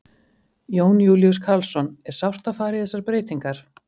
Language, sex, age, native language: Icelandic, male, 50-59, Icelandic